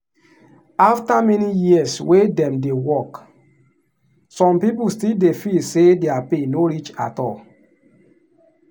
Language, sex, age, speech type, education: Nigerian Pidgin, male, 15-29, spontaneous, tertiary